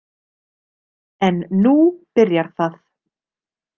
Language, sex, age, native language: Icelandic, female, 30-39, Icelandic